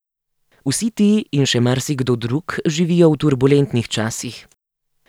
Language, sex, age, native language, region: Slovenian, female, 30-49, Slovenian, Gorenjska region